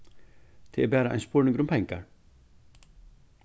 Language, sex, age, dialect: Faroese, male, 61+, Vágar